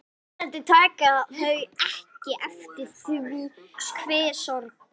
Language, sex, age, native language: Icelandic, male, 11, Icelandic